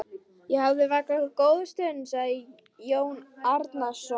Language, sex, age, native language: Icelandic, female, 12, Icelandic